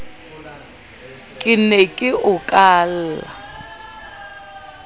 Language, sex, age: Southern Sotho, female, 30